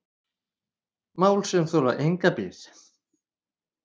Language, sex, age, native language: Icelandic, male, 30-39, Icelandic